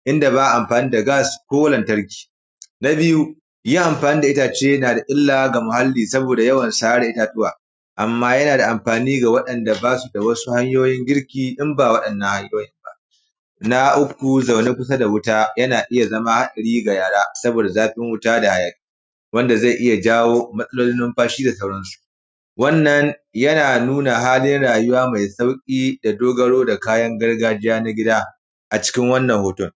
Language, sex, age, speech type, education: Hausa, male, 30-45, spontaneous, primary